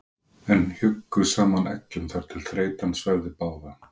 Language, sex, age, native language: Icelandic, male, 40-49, Icelandic